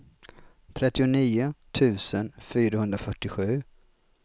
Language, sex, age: Swedish, male, 33